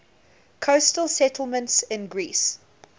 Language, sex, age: English, female, 20